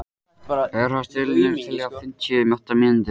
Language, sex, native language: Icelandic, male, Icelandic